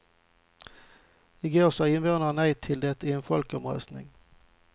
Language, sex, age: Swedish, male, 40